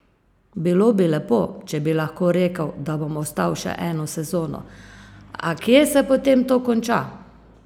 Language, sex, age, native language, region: Slovenian, female, 50-59, Slovenian, Savinja region